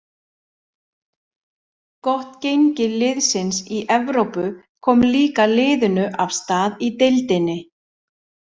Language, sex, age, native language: Icelandic, male, 40-49, Icelandic